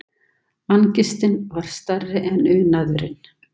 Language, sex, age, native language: Icelandic, female, 70-79, Icelandic